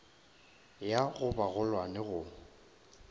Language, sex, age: Northern Sotho, male, 23